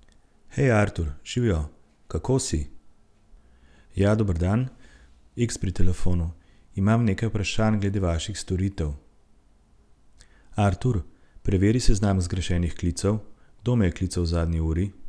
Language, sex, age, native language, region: Slovenian, male, 30-49, Slovenian, Central Slovenia